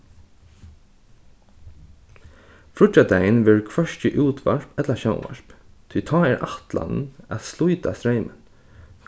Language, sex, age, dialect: Faroese, male, 15-35, Norðurstreymoy/Eysturoy